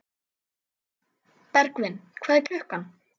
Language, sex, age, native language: Icelandic, other, 12, Icelandic